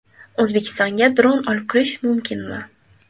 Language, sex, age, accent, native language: Uzbek, female, 18-24, Buxoro, Uzbek